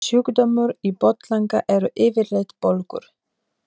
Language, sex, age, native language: Icelandic, female, 30-39, Polish